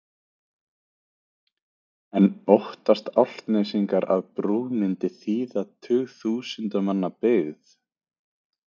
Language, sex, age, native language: Icelandic, male, 20-29, Icelandic